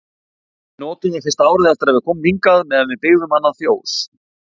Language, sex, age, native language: Icelandic, male, 40-49, Icelandic